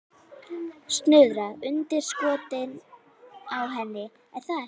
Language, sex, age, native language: Icelandic, female, 11, Icelandic